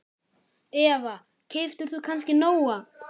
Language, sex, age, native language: Icelandic, male, 9, Icelandic